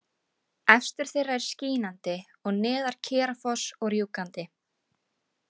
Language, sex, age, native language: Icelandic, female, 18-19, Icelandic